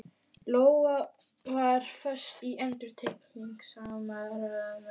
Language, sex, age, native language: Icelandic, female, 12, Icelandic